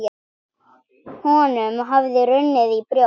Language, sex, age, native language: Icelandic, female, 10, Icelandic